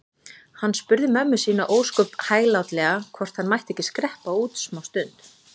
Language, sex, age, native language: Icelandic, female, 40-49, Icelandic